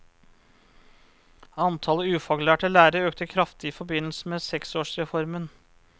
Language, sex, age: Norwegian, male, 34